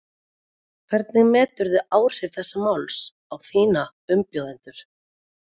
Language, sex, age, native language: Icelandic, female, 40-49, Icelandic